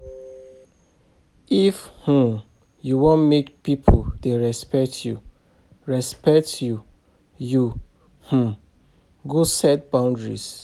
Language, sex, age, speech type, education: Nigerian Pidgin, male, 30-45, spontaneous, tertiary